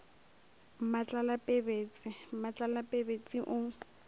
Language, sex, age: Northern Sotho, female, 23